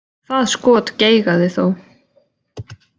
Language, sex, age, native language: Icelandic, female, 20-29, Icelandic